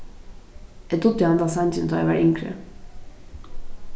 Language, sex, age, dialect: Faroese, female, 15-35, Vágar